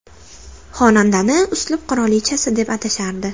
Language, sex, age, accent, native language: Uzbek, female, 19-29, Toshkent shahri, Uzbek